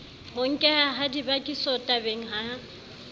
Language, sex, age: Southern Sotho, female, 35